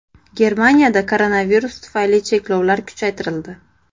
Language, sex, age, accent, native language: Uzbek, female, 25-34, Andijon, Uzbek